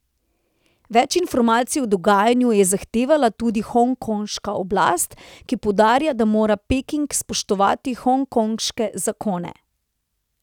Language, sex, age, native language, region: Slovenian, female, 30-49, Slovenian, Central Slovenia